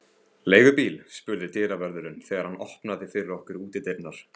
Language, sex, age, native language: Icelandic, male, 15, Icelandic